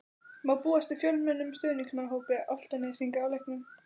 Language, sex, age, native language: Icelandic, female, 12, Icelandic